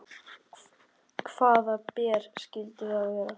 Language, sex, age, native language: Icelandic, male, 10, Icelandic